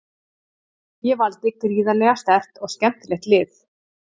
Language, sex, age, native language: Icelandic, female, 40-49, Icelandic